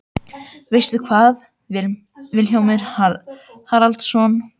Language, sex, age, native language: Icelandic, other, 18-19, Icelandic